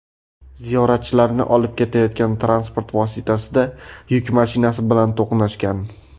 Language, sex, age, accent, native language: Uzbek, male, under 19, Farg'ona, Uzbek